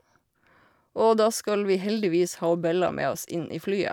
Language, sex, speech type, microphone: Norwegian, female, spontaneous, Shure